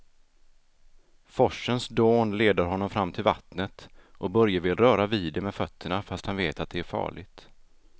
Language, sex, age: Swedish, male, 33